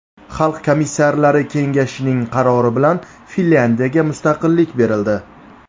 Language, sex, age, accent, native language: Uzbek, male, 19-29, Namangan, Uzbek